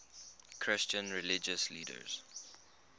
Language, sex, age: English, male, 21